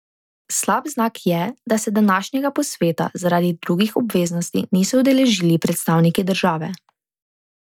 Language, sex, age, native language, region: Slovenian, female, 18-29, Slovenian, Drava region